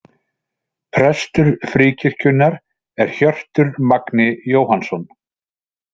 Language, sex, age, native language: Icelandic, male, 40-49, Icelandic